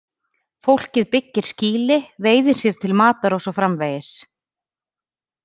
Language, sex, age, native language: Icelandic, female, 30-39, Icelandic